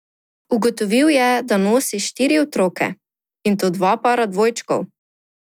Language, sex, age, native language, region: Slovenian, female, 18-29, Slovenian, Drava region